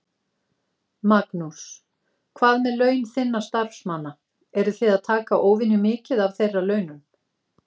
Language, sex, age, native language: Icelandic, female, 50-59, Icelandic